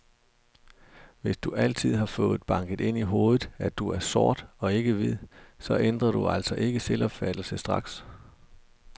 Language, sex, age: Danish, male, 32